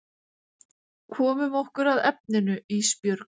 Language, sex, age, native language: Icelandic, female, 30-39, Icelandic